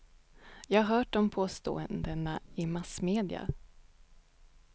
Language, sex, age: Swedish, female, 31